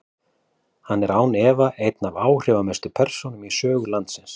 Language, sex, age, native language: Icelandic, male, 40-49, Icelandic